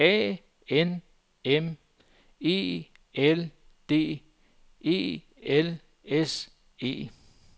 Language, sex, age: Danish, male, 44